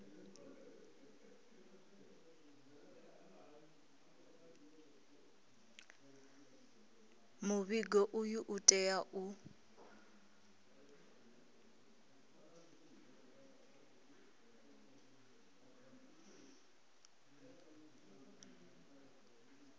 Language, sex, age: Venda, female, 20